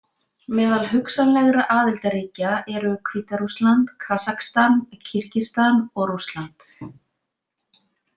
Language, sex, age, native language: Icelandic, female, 50-59, Icelandic